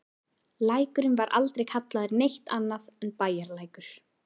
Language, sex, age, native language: Icelandic, female, 12, Icelandic